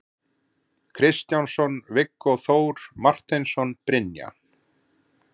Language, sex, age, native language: Icelandic, male, 40-49, Icelandic